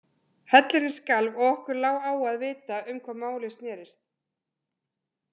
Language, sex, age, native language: Icelandic, female, 20-29, Icelandic